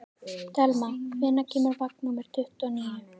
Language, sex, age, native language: Icelandic, female, 13, Icelandic